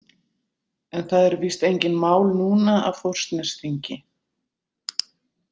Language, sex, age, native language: Icelandic, female, 60-69, Icelandic